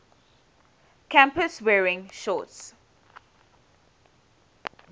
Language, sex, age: English, female, 18